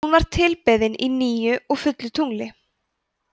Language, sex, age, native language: Icelandic, female, 20-29, Icelandic